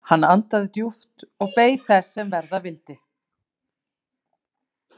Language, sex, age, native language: Icelandic, female, 30-39, Icelandic